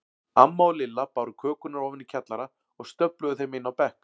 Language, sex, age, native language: Icelandic, male, 40-49, Icelandic